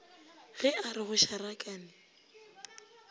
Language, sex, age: Northern Sotho, female, 25